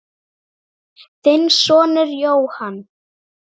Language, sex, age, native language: Icelandic, female, 7, Icelandic